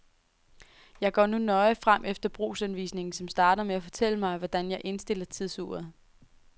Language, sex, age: Danish, female, 23